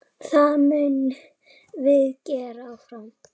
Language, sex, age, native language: Icelandic, female, 8, Icelandic